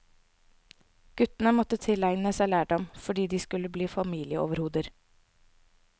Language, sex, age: Norwegian, female, 24